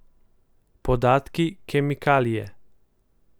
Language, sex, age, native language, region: Slovenian, male, 18-29, Slovenian, Central Slovenia